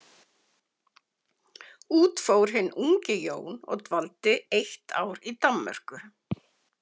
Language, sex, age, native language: Icelandic, female, 50-59, Icelandic